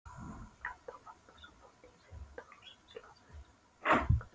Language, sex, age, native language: Icelandic, female, 12, Polish